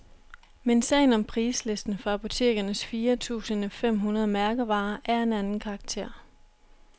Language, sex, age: Danish, female, 26